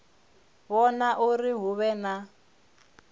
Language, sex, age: Venda, female, 21